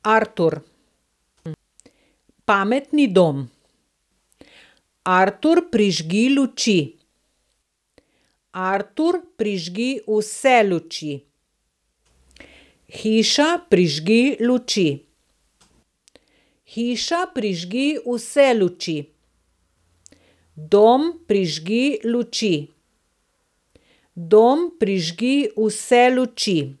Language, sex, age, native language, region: Slovenian, female, 60+, Slovenian, Southeast Slovenia